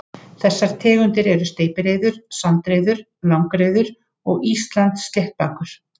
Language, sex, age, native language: Icelandic, female, 50-59, Icelandic